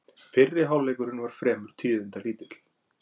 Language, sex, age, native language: Icelandic, male, 40-49, Icelandic